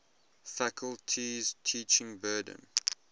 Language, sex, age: English, male, 21